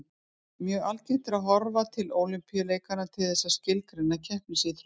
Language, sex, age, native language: Icelandic, female, 50-59, Icelandic